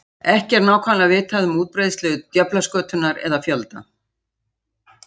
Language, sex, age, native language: Icelandic, female, 60-69, Icelandic